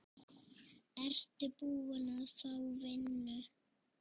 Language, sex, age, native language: Icelandic, female, 6, Icelandic